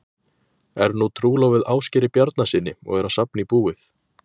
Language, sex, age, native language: Icelandic, male, 20-29, Icelandic